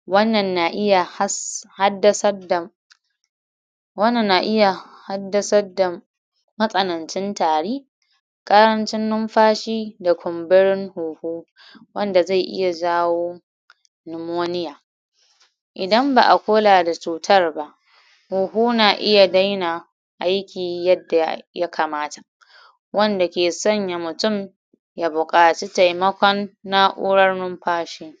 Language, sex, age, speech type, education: Hausa, female, 30-45, spontaneous, tertiary